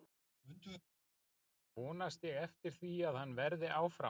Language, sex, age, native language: Icelandic, male, 40-49, Icelandic